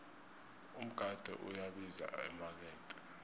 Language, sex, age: South Ndebele, male, 20